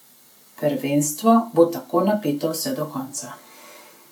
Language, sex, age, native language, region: Slovenian, female, 30-49, Slovenian, Gorenjska region